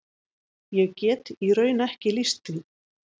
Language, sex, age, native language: Icelandic, female, 30-39, Icelandic